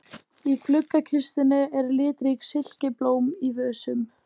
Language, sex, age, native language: Icelandic, female, 18-19, Icelandic